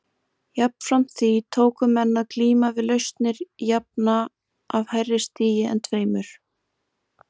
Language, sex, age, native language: Icelandic, female, 20-29, Icelandic